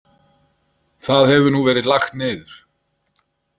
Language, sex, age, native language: Icelandic, male, 50-59, Icelandic